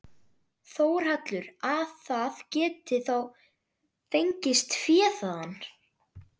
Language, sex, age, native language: Icelandic, male, 12, Icelandic